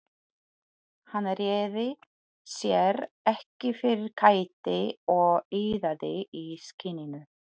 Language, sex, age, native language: Icelandic, female, 40-49, Polish